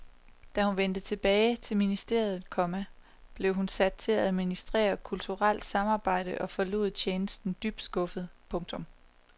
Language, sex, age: Danish, female, 27